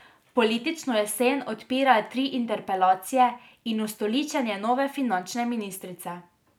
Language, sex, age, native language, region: Slovenian, female, 18-29, Slovenian, Drava region